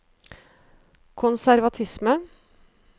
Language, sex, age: Norwegian, female, 37